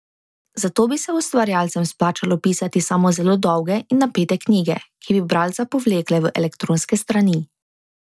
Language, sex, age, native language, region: Slovenian, female, 18-29, Slovenian, Drava region